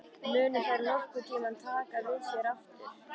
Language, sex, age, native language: Icelandic, female, 13, Icelandic